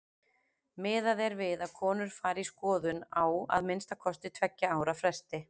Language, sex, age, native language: Icelandic, female, 40-49, Icelandic